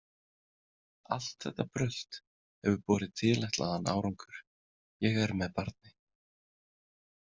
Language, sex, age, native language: Icelandic, male, 30-39, Icelandic